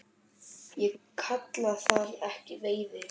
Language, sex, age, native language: Icelandic, male, 10, Icelandic